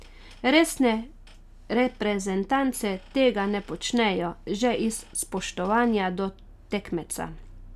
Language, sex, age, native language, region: Slovenian, female, 30-49, Slovenian, Carinthia region